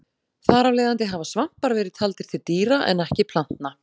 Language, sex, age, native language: Icelandic, female, 40-49, Icelandic